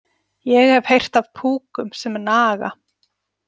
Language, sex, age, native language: Icelandic, female, 40-49, Icelandic